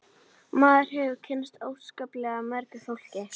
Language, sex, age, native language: Icelandic, female, 30-39, Icelandic